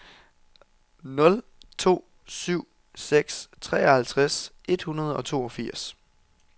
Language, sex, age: Danish, male, 27